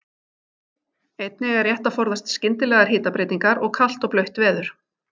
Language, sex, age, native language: Icelandic, female, 40-49, Icelandic